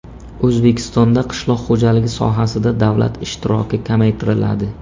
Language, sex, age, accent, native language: Uzbek, male, 25-34, Samarqand, Uzbek